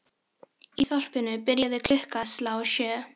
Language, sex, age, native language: Icelandic, female, 13, Filipino